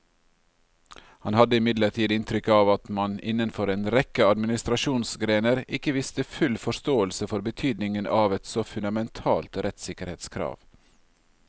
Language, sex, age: Norwegian, male, 40